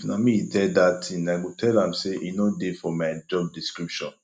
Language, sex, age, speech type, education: Nigerian Pidgin, male, 15-29, spontaneous, tertiary